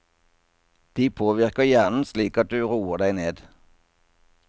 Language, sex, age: Norwegian, male, 57